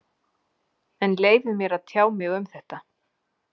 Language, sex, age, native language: Icelandic, female, 40-49, Icelandic